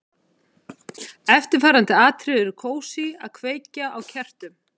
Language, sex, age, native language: Icelandic, female, 50-59, Icelandic